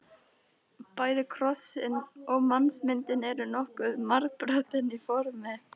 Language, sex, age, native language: Icelandic, other, 13, Icelandic